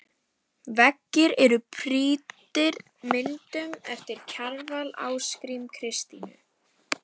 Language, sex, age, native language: Icelandic, female, 11, Icelandic